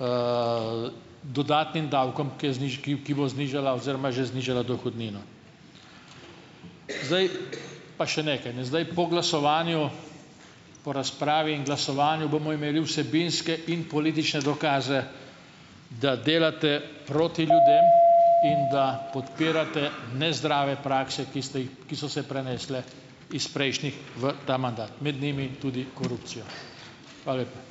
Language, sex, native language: Slovenian, male, Slovenian